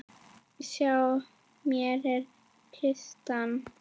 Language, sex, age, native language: Icelandic, female, 10, Icelandic